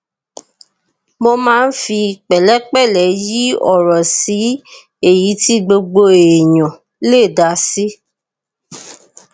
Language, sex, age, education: Yoruba, female, 30-45, tertiary